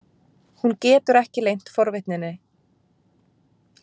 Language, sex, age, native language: Icelandic, female, 20-29, Icelandic